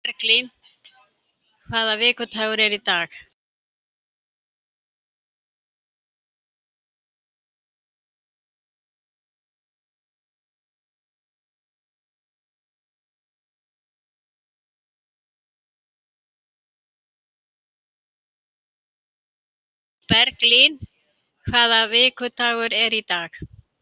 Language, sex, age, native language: Icelandic, female, 70-79, Icelandic